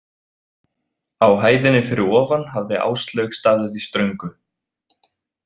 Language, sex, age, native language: Icelandic, male, 20-29, Icelandic